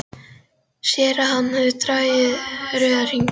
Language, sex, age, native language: Icelandic, female, 12, Icelandic